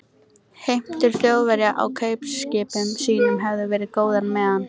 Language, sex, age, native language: Icelandic, female, 13, Icelandic